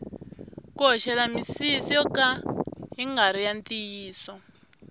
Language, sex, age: Tsonga, female, 23